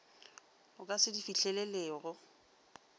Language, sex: Northern Sotho, female